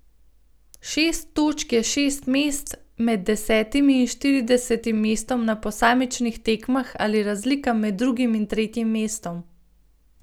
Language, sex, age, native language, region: Slovenian, female, 30-49, Slovenian, Gorenjska region